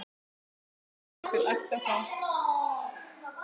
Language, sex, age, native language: Icelandic, female, 9, Icelandic